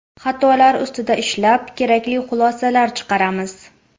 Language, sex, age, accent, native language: Uzbek, female, 25-34, Farg'ona, Uzbek